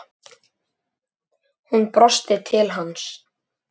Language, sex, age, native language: Icelandic, male, 10, Icelandic